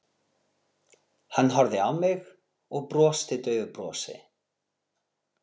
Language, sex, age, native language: Icelandic, male, 40-49, Portuguese